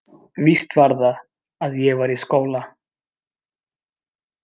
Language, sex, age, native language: Icelandic, male, 30-39, Icelandic